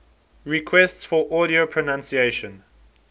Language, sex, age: English, male, 19